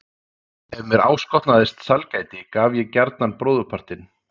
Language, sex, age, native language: Icelandic, male, 30-39, Icelandic